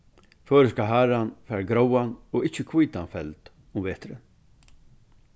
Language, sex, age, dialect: Faroese, male, 61+, Vágar